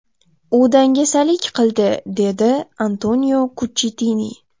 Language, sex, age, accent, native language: Uzbek, female, 12-17, Toshkent viloyati, Uzbek